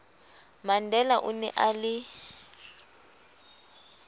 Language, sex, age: Southern Sotho, female, 25